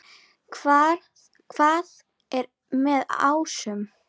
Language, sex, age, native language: Icelandic, female, 9, Icelandic